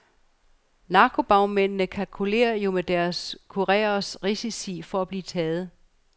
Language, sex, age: Danish, female, 49